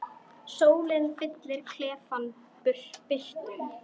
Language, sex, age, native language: Icelandic, female, 10, Icelandic